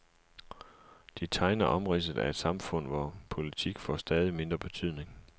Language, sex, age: Danish, male, 37